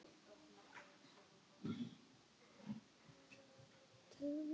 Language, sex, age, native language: Icelandic, other, 11, Icelandic